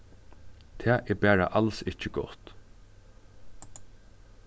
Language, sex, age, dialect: Faroese, male, 15-35, Suðurstreymoy